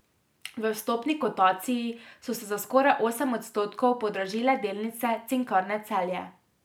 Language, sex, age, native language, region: Slovenian, female, 18-29, Slovenian, Drava region